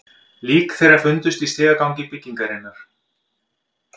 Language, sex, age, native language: Icelandic, male, 50-59, Icelandic